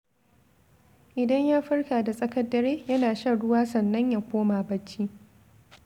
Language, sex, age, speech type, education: Hausa, female, 15-29, read, secondary